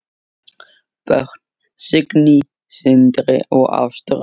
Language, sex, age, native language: Icelandic, male, 8, Icelandic